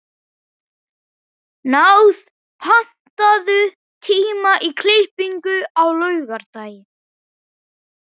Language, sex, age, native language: Icelandic, male, 11, Icelandic